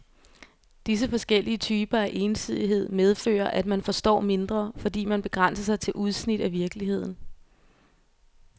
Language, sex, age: Danish, female, 24